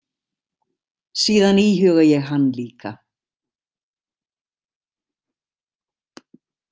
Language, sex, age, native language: Icelandic, female, 60-69, Icelandic